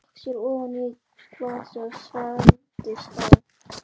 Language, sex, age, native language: Icelandic, female, 12, Icelandic